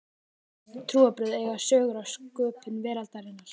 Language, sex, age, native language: Icelandic, male, 18-19, Icelandic